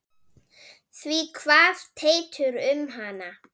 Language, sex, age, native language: Icelandic, female, 9, Icelandic